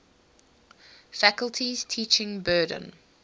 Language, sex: English, female